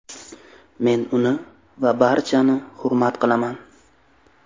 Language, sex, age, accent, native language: Uzbek, male, 25-34, Samarqand, Uzbek